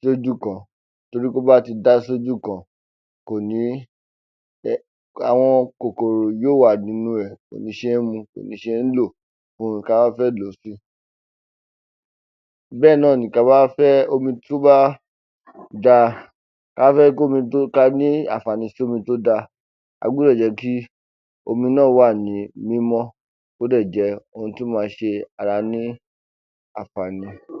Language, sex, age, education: Yoruba, male, 15-29, tertiary